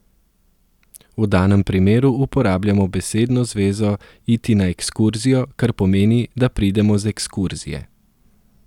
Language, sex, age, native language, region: Slovenian, male, 30-49, Slovenian, Southeast Slovenia